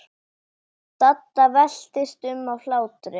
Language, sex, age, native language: Icelandic, female, 10, Icelandic